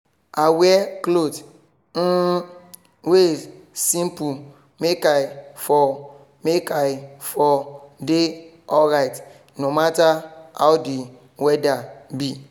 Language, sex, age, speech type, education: Nigerian Pidgin, male, 30-45, spontaneous, tertiary